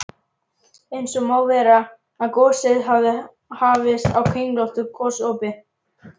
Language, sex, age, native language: Icelandic, male, 11, Icelandic